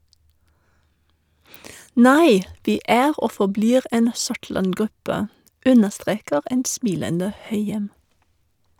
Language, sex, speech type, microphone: Norwegian, female, read, Shure